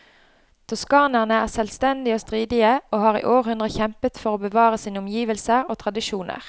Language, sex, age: Norwegian, female, 29